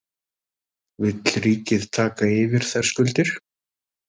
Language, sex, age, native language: Icelandic, male, 30-39, Icelandic